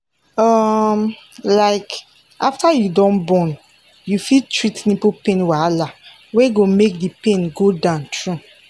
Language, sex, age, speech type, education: Nigerian Pidgin, female, 15-29, spontaneous, tertiary